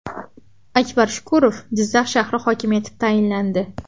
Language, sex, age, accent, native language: Uzbek, female, 12-17, Farg'ona, Uzbek